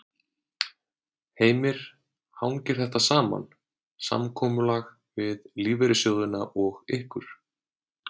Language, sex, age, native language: Icelandic, male, 30-39, Icelandic